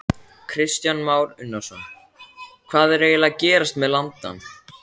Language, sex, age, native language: Icelandic, male, 14, Icelandic